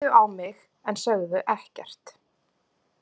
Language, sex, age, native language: Icelandic, female, 30-39, Icelandic